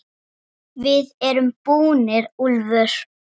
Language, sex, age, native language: Icelandic, female, 7, Icelandic